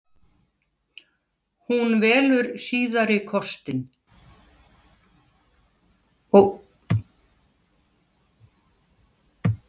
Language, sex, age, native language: Icelandic, female, 70-79, Icelandic